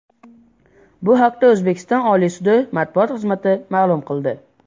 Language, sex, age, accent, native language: Uzbek, male, under 19, Andijon, Uzbek